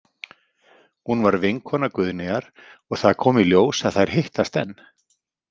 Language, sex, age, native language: Icelandic, male, 50-59, Icelandic